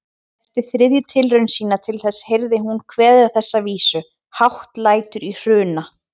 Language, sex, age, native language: Icelandic, female, 30-39, Icelandic